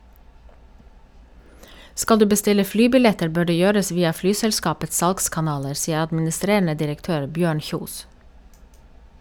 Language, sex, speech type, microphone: Norwegian, female, read, Shure